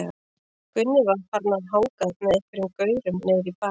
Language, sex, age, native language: Icelandic, female, 40-49, Icelandic